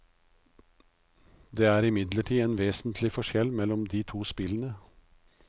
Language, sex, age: Norwegian, male, 56